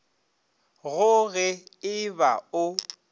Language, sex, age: Northern Sotho, male, 30